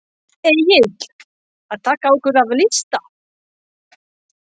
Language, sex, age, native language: Icelandic, female, 60-69, French